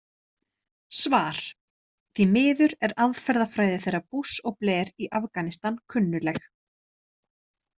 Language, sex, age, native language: Icelandic, female, 30-39, Icelandic